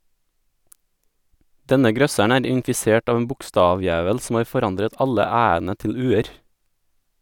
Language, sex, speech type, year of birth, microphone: Norwegian, male, read, 1987, Sennheiser